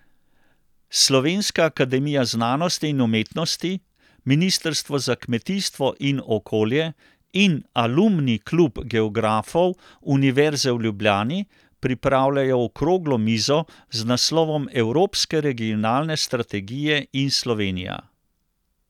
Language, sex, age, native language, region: Slovenian, male, 60+, Slovenian, Central Slovenia